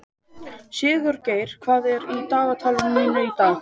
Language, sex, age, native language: Icelandic, male, 12, Icelandic